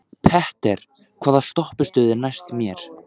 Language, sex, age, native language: Icelandic, male, 14, Icelandic